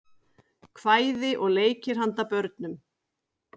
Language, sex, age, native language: Icelandic, female, 40-49, Icelandic